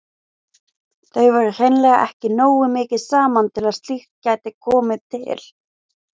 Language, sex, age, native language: Icelandic, female, 20-29, Icelandic